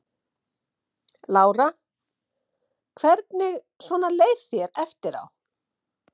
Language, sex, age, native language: Icelandic, female, 50-59, Icelandic